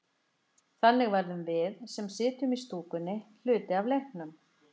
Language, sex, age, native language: Icelandic, female, 50-59, Icelandic